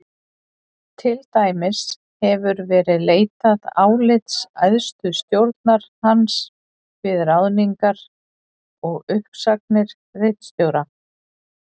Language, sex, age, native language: Icelandic, female, 40-49, Icelandic